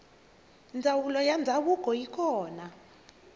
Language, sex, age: Tsonga, female, 21